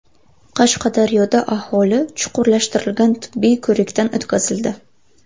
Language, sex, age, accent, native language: Uzbek, female, 19-29, Buxoro, Uzbek